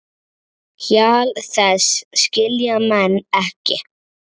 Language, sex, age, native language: Icelandic, male, 7, Icelandic